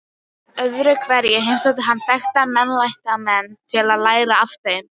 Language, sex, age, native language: Icelandic, female, 12, Icelandic